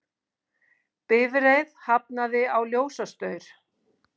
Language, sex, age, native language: Icelandic, female, 50-59, Icelandic